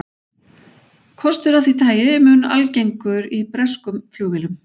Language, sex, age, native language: Icelandic, female, 40-49, Icelandic